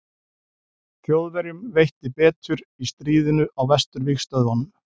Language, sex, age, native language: Icelandic, male, 40-49, Icelandic